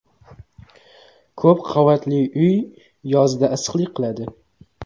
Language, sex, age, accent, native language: Uzbek, male, 18-24, Qoraqalpog'iston, Uzbek